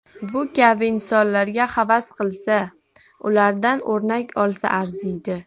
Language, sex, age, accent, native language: Uzbek, female, 40-49, Farg'ona, Uzbek